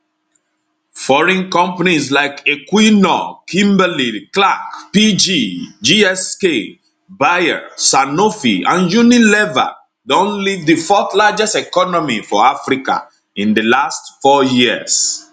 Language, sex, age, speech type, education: Nigerian Pidgin, male, 30-45, spontaneous, tertiary